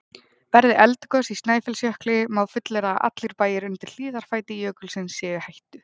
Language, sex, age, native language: Icelandic, female, 20-29, Icelandic